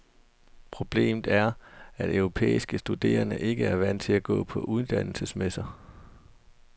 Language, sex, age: Danish, male, 32